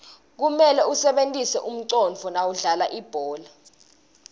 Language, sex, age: Swati, female, 19